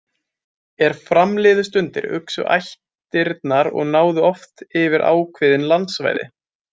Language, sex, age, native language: Icelandic, male, 20-29, Icelandic